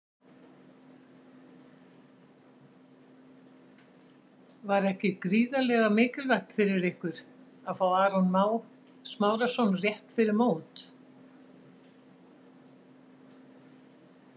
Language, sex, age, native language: Icelandic, female, 60-69, Icelandic